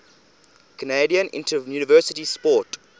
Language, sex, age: English, male, 20